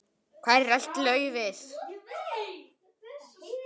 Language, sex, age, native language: Icelandic, male, 10, Icelandic